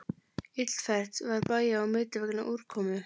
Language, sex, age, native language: Icelandic, female, 30-39, Icelandic